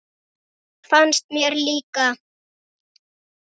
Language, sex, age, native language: Icelandic, male, 9, Icelandic